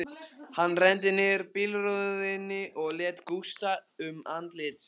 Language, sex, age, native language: Icelandic, male, 15, Icelandic